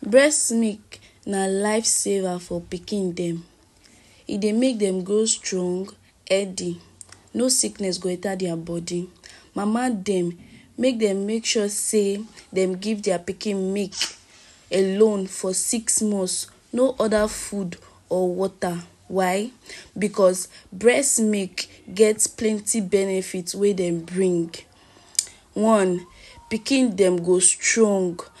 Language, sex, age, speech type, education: Nigerian Pidgin, female, 46-60, spontaneous, tertiary